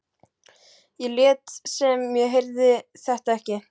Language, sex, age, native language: Icelandic, male, 12, Icelandic